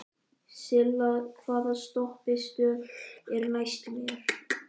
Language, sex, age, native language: Icelandic, male, 11, Icelandic